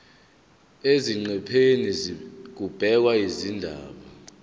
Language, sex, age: Zulu, male, 23